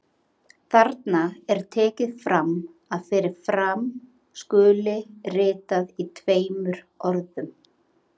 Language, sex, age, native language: Icelandic, female, 30-39, Icelandic